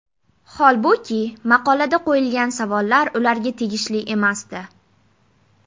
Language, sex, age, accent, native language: Uzbek, female, 18-24, Namangan, Uzbek